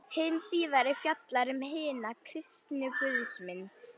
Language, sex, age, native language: Icelandic, female, 11, Icelandic